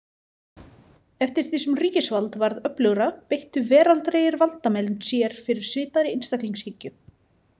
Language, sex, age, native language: Icelandic, female, 30-39, Icelandic